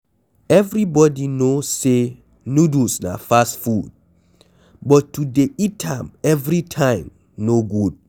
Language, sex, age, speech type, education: Nigerian Pidgin, male, 15-29, read, secondary